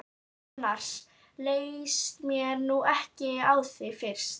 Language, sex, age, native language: Icelandic, female, 12, Icelandic